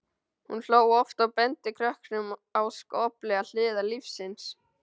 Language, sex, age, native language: Icelandic, male, 12, Icelandic